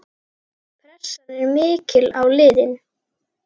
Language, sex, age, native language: Icelandic, female, 10, Icelandic